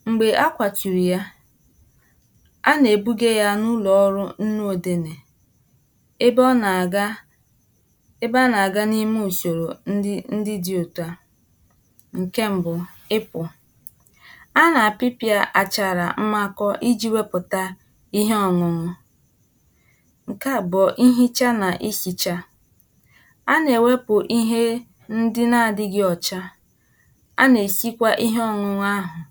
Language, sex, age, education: Igbo, female, 46-60, tertiary